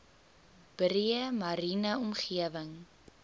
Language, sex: Afrikaans, female